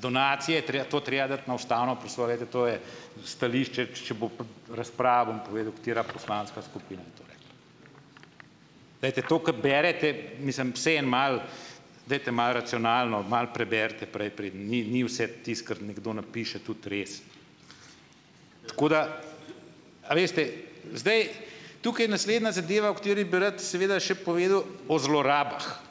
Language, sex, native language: Slovenian, male, Slovenian